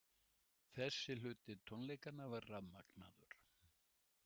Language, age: Icelandic, 70-79